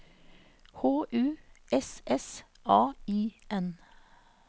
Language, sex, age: Norwegian, female, 54